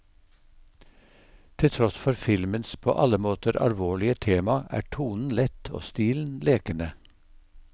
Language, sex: Norwegian, male